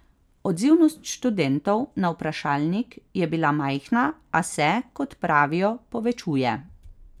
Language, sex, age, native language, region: Slovenian, female, 30-49, Slovenian, Carinthia region